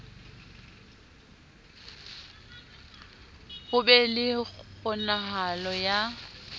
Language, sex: Southern Sotho, female